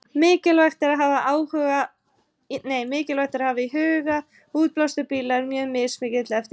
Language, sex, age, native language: Icelandic, female, 30-39, Icelandic